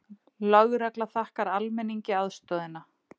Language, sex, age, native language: Icelandic, female, 40-49, Icelandic